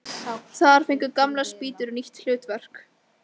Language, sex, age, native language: Icelandic, female, 13, Icelandic